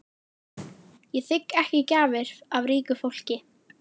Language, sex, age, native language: Icelandic, female, 11, Icelandic